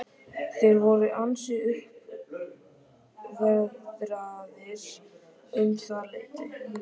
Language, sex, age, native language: Icelandic, male, 13, Icelandic